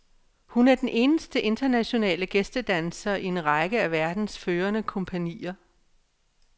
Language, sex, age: Danish, female, 57